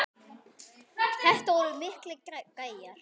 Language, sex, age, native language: Icelandic, male, 10, Icelandic